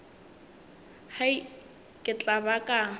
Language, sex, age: Northern Sotho, female, 19